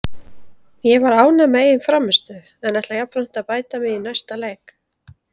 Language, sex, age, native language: Icelandic, female, 30-39, Icelandic